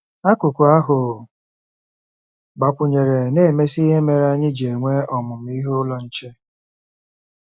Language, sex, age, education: Igbo, male, 30-45, tertiary